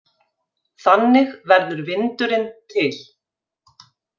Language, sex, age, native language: Icelandic, female, 50-59, Icelandic